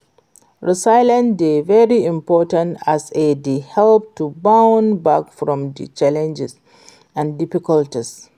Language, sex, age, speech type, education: Nigerian Pidgin, female, 46-60, read, secondary